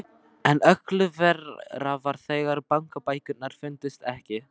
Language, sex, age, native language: Icelandic, male, 12, Icelandic